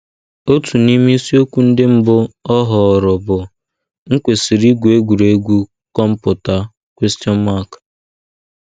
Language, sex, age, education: Igbo, male, 15-29, tertiary